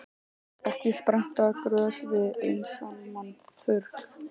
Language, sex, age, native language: Icelandic, male, 18-19, Icelandic